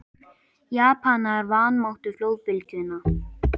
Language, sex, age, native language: Icelandic, male, 18-19, Icelandic